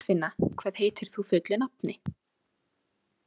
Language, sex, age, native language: Icelandic, female, 18-19, Icelandic